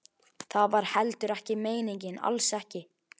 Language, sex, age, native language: Icelandic, male, 11, Icelandic